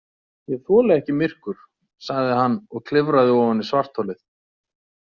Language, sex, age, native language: Icelandic, male, 40-49, Icelandic